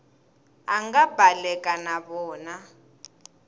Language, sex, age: Tsonga, female, 20